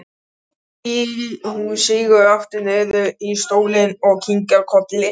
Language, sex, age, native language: Icelandic, male, 12, Icelandic